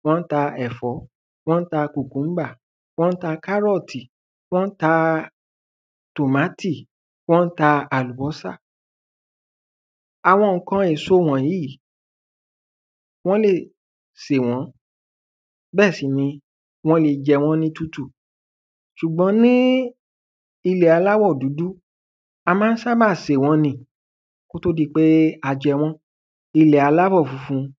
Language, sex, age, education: Yoruba, male, 15-29, tertiary